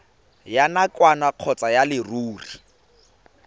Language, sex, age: Tswana, male, 24